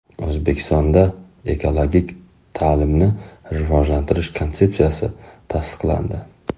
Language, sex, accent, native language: Uzbek, male, Andijon, Uzbek